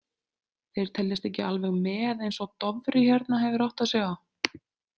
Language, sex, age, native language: Icelandic, female, 30-39, Icelandic